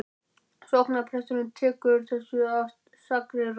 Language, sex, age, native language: Icelandic, male, 12, Icelandic